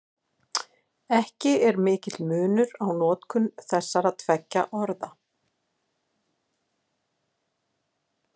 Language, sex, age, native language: Icelandic, female, 40-49, Icelandic